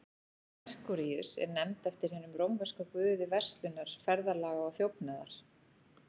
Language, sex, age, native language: Icelandic, female, 40-49, Icelandic